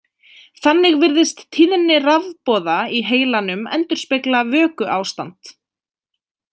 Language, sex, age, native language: Icelandic, female, 20-29, Icelandic